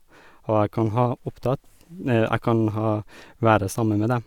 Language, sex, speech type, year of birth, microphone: Norwegian, male, spontaneous, 1981, Sennheiser